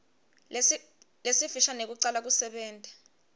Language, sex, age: Swati, female, 22